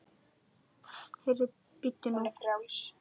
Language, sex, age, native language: Icelandic, male, 10, Icelandic